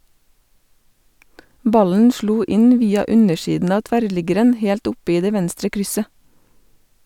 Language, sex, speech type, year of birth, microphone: Norwegian, female, read, 1985, Sennheiser